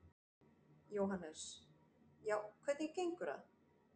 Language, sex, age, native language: Icelandic, female, 40-49, French